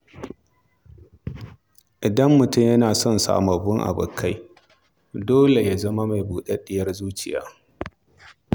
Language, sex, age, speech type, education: Hausa, male, 46-60, read, primary